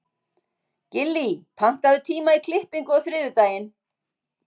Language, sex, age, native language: Icelandic, female, 60-69, Icelandic